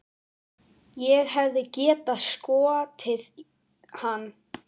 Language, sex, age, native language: Icelandic, female, 9, Icelandic